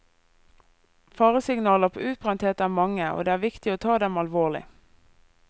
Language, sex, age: Norwegian, female, 24